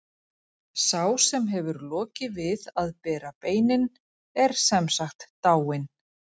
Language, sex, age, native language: Icelandic, female, 40-49, Icelandic